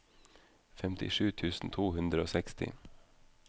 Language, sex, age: Norwegian, male, 32